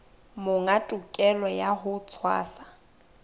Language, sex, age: Southern Sotho, female, 20